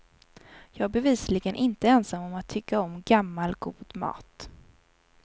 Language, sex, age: Swedish, female, 19